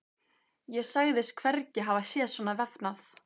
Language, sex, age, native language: Icelandic, female, 15, Icelandic